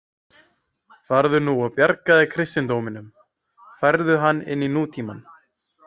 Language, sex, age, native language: Icelandic, male, 20-29, Icelandic